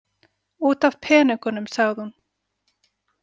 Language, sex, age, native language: Icelandic, female, 40-49, Icelandic